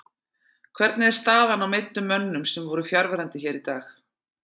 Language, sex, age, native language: Icelandic, female, 40-49, Icelandic